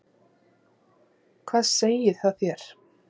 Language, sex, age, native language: Icelandic, female, 40-49, Icelandic